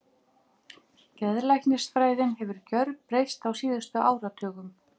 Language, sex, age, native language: Icelandic, female, 50-59, Icelandic